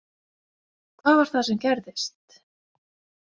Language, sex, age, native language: Icelandic, female, 40-49, Icelandic